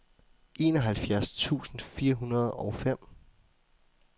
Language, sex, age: Danish, male, 24